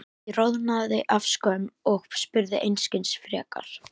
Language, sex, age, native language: Icelandic, female, 11, Icelandic